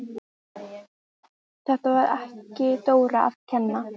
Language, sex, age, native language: Icelandic, female, 13, Icelandic